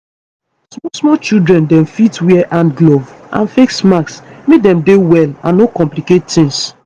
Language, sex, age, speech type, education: Nigerian Pidgin, female, 15-29, spontaneous, tertiary